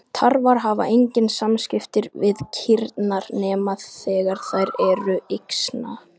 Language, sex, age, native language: Icelandic, female, 18-19, Icelandic